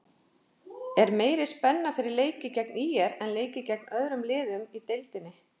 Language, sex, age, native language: Icelandic, female, 40-49, Icelandic